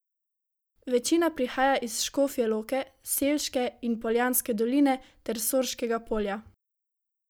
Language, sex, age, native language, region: Slovenian, female, 18-29, Slovenian, Savinja region